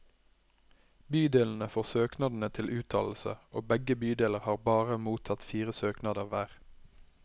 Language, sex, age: Norwegian, male, 21